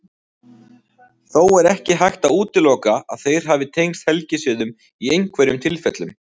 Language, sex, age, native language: Icelandic, male, 20-29, Icelandic